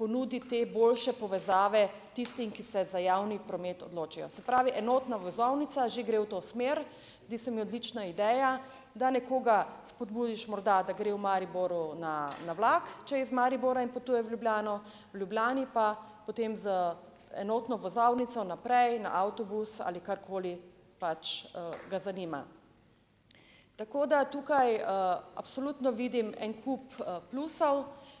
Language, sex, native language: Slovenian, female, Slovenian